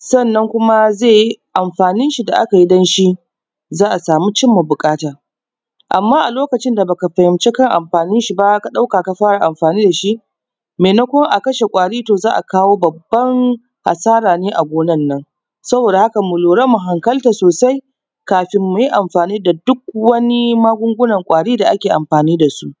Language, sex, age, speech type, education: Hausa, female, 30-45, spontaneous, tertiary